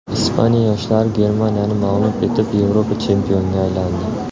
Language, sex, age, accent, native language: Uzbek, male, 18-24, Surxondaryo, Uzbek